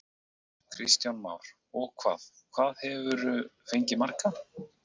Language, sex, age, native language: Icelandic, male, 40-49, Icelandic